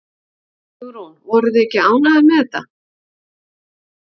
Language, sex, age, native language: Icelandic, female, 50-59, Icelandic